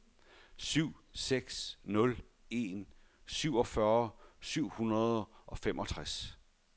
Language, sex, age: Danish, male, 51